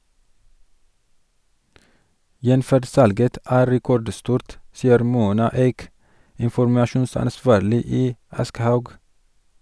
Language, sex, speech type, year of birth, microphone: Norwegian, male, read, 1983, Sennheiser